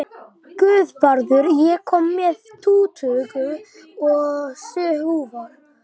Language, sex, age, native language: Icelandic, male, 11, Icelandic